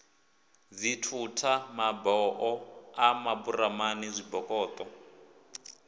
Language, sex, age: Venda, male, 24